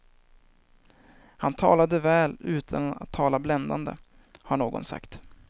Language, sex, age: Swedish, male, 23